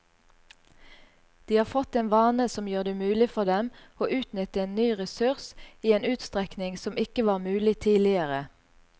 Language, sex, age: Norwegian, female, 38